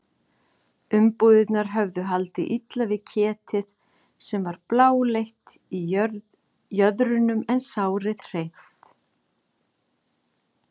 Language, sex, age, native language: Icelandic, female, 40-49, Icelandic